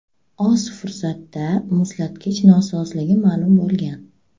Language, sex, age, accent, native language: Uzbek, female, 25-34, Buxoro, Uzbek